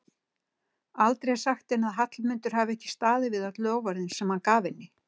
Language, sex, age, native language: Icelandic, female, 60-69, Icelandic